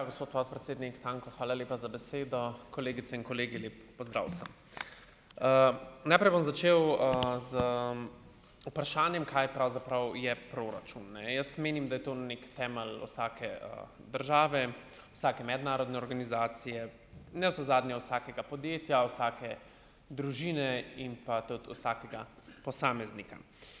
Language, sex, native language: Slovenian, male, Slovenian